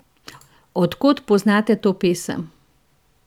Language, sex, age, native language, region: Slovenian, female, 50-59, Slovenian, Central Slovenia